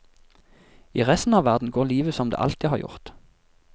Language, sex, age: Norwegian, male, 24